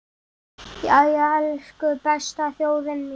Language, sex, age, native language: Icelandic, male, 7, Icelandic